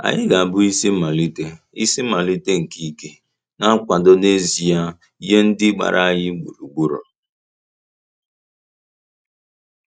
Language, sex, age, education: Igbo, male, 15-29, tertiary